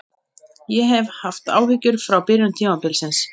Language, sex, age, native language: Icelandic, female, 30-39, Icelandic